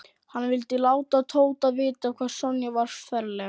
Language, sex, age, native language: Icelandic, male, 11, Icelandic